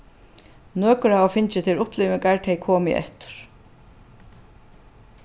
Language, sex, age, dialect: Faroese, female, 36-60, Suðuroy